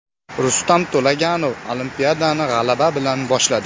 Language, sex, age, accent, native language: Uzbek, male, 18-24, Farg'ona, Uzbek